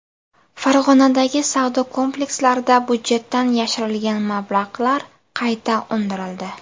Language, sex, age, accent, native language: Uzbek, female, 19-29, Buxoro, Uzbek